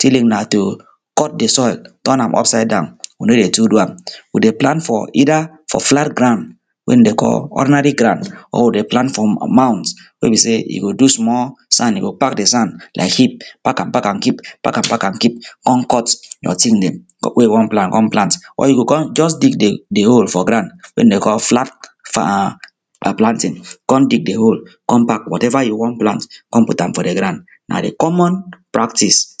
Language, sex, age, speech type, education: Nigerian Pidgin, male, 30-45, spontaneous, tertiary